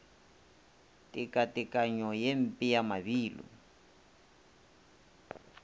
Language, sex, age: Northern Sotho, male, 26